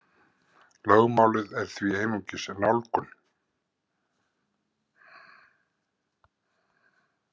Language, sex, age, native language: Icelandic, male, 50-59, Icelandic